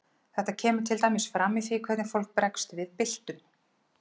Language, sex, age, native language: Icelandic, female, 40-49, Icelandic